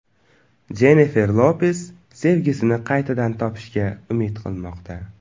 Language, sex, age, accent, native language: Uzbek, male, 18-24, Navoiy, Uzbek